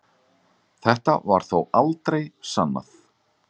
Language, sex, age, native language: Icelandic, male, 40-49, Icelandic